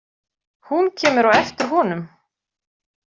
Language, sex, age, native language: Icelandic, female, 40-49, Icelandic